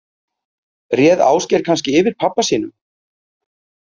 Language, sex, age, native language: Icelandic, male, 30-39, Icelandic